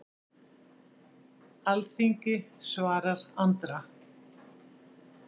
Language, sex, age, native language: Icelandic, female, 60-69, Icelandic